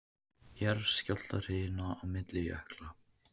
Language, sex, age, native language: Icelandic, male, 18-19, Icelandic